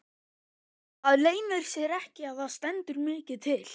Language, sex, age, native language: Icelandic, male, 11, Icelandic